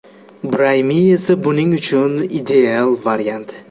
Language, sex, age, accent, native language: Uzbek, male, 18-24, Jizzax, Uzbek